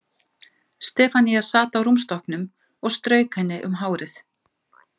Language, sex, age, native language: Icelandic, female, 50-59, Icelandic